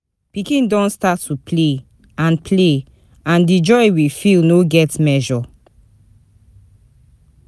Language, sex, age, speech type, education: Nigerian Pidgin, female, 30-45, spontaneous, tertiary